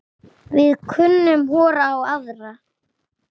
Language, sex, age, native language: Icelandic, female, 6, Icelandic